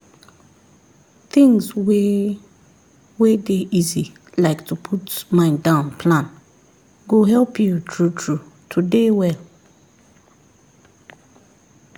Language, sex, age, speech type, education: Nigerian Pidgin, female, 30-45, spontaneous, tertiary